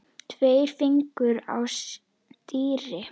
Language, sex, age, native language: Icelandic, female, 10, Icelandic